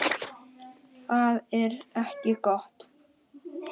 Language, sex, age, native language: Icelandic, male, 18-19, Icelandic